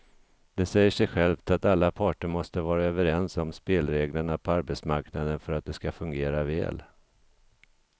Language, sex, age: Swedish, male, 50